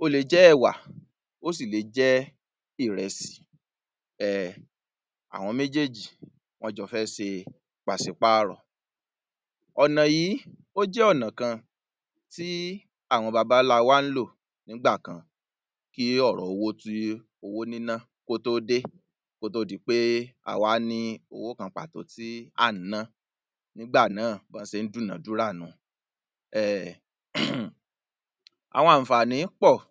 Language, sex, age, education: Yoruba, male, 30-45, tertiary